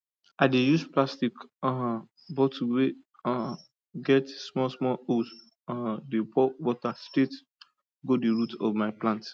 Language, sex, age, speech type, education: Nigerian Pidgin, male, 15-29, spontaneous, tertiary